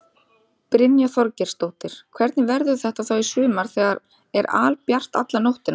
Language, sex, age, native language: Icelandic, female, 30-39, Icelandic